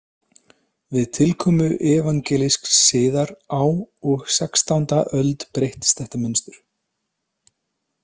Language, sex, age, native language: Icelandic, male, 30-39, Icelandic